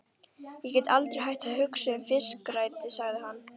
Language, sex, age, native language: Icelandic, female, 11, Icelandic